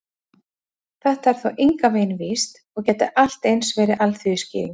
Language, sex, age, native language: Icelandic, female, 40-49, Icelandic